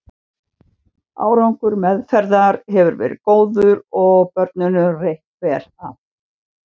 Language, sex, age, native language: Icelandic, female, 60-69, Icelandic